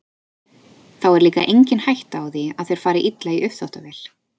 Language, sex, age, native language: Icelandic, female, 30-39, Icelandic